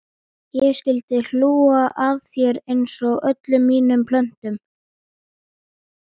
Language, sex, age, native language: Icelandic, male, 12, Icelandic